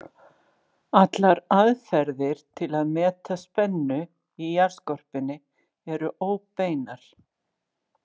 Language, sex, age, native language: Icelandic, female, 60-69, Icelandic